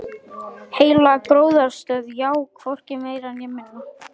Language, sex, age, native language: Icelandic, male, 11, Icelandic